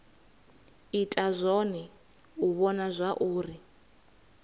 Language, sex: Venda, female